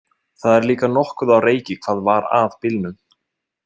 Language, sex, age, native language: Icelandic, male, 20-29, Icelandic